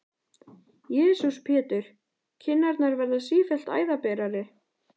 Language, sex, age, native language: Icelandic, female, 14, Icelandic